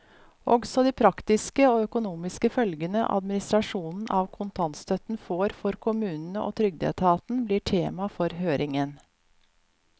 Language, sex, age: Norwegian, female, 50